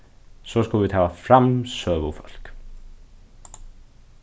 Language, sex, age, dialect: Faroese, male, 15-35, Suðurstreymoy